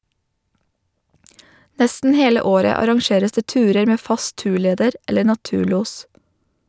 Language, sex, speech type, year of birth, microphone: Norwegian, female, read, 1987, Shure